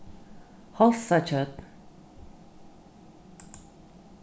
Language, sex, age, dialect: Faroese, female, 36-60, Norðurstreymoy/Eysturoy